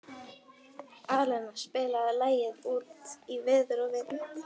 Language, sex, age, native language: Icelandic, female, 11, Icelandic